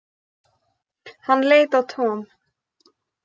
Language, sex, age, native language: Icelandic, female, 20-29, Icelandic